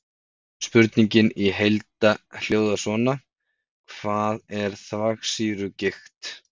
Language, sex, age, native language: Icelandic, male, 30-39, Icelandic